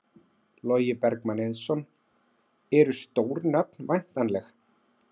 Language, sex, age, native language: Icelandic, male, 40-49, Icelandic